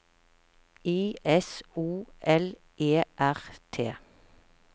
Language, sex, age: Norwegian, female, 46